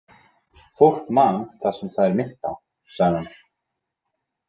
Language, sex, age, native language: Icelandic, male, 20-29, Icelandic